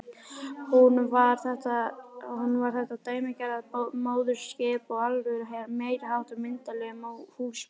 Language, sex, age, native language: Icelandic, female, 11, Icelandic